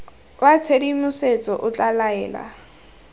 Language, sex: Tswana, female